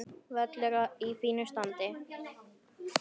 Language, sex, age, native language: Icelandic, female, 10, Icelandic